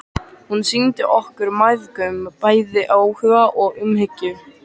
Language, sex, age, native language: Icelandic, male, 13, Icelandic